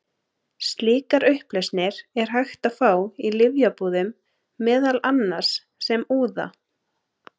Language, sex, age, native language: Icelandic, female, 30-39, Icelandic